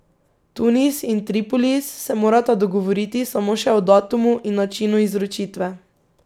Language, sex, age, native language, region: Slovenian, female, 18-29, Slovenian, Pomurje region